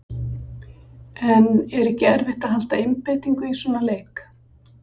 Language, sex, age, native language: Icelandic, female, 50-59, Icelandic